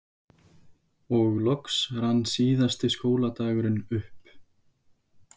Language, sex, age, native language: Icelandic, male, 20-29, Icelandic